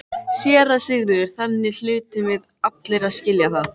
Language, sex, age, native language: Icelandic, female, 13, Icelandic